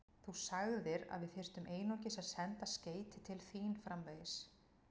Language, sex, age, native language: Icelandic, female, 40-49, Icelandic